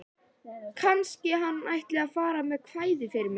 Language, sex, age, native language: Icelandic, female, 11, Icelandic